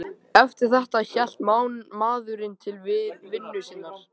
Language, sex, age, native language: Icelandic, male, 14, Icelandic